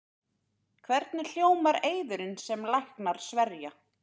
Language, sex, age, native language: Icelandic, female, 30-39, Icelandic